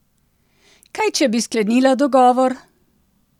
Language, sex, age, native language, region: Slovenian, female, 60+, Slovenian, Central Slovenia